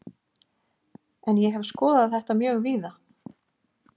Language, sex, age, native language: Icelandic, female, 50-59, Icelandic